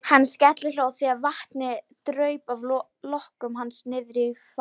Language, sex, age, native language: Icelandic, female, 11, Polish